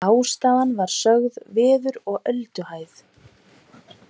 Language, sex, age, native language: Icelandic, female, 30-39, Icelandic